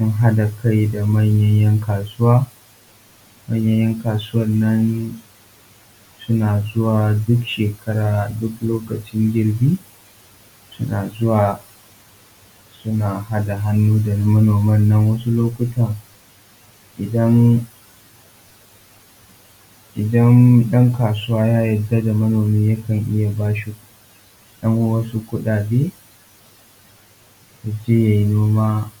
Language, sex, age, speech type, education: Hausa, male, 15-29, spontaneous, tertiary